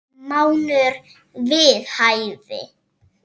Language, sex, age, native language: Icelandic, female, 6, Icelandic